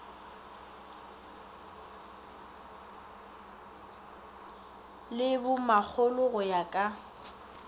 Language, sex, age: Northern Sotho, female, 18